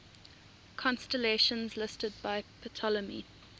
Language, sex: English, female